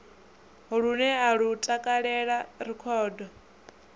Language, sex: Venda, male